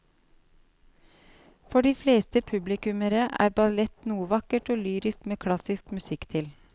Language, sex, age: Norwegian, female, 37